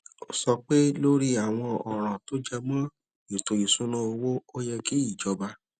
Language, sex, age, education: Yoruba, male, 30-45, tertiary